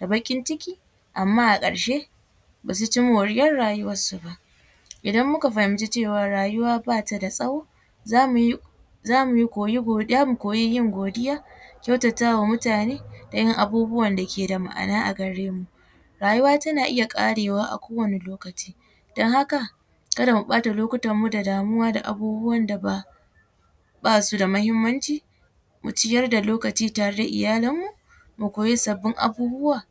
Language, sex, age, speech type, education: Hausa, female, 15-29, spontaneous, secondary